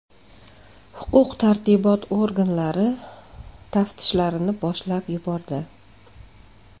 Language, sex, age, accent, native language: Uzbek, female, 35+, Andijon, Uzbek